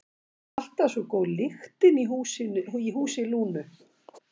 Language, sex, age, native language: Icelandic, male, 13, Icelandic